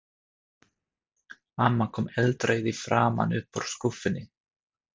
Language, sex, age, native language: Icelandic, male, 30-39, Swedish